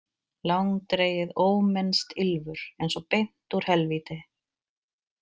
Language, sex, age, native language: Icelandic, female, 40-49, Icelandic